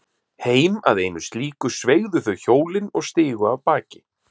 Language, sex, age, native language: Icelandic, male, 30-39, Icelandic